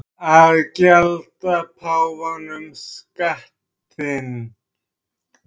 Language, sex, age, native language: Icelandic, male, 30-39, Icelandic